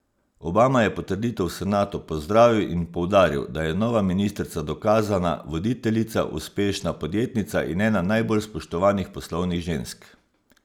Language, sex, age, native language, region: Slovenian, male, 50-59, Slovenian, Savinja region